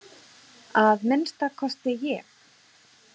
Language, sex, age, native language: Icelandic, female, 30-39, Icelandic